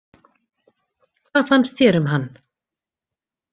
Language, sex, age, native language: Icelandic, female, 50-59, Icelandic